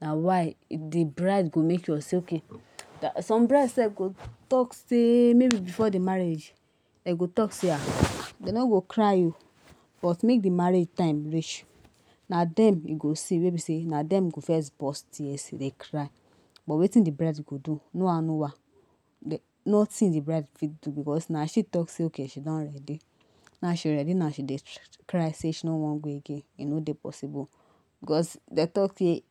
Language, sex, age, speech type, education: Nigerian Pidgin, female, 60+, spontaneous, tertiary